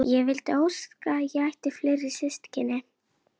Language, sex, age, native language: Icelandic, female, 11, Icelandic